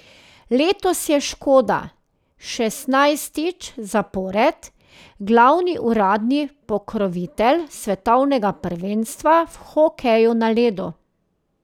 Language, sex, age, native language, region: Slovenian, female, 30-49, Slovenian, Drava region